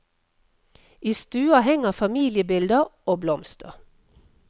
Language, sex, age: Norwegian, female, 57